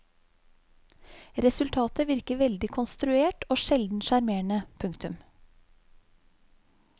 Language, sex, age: Norwegian, female, 35